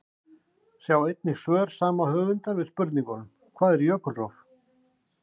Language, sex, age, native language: Icelandic, male, 50-59, Icelandic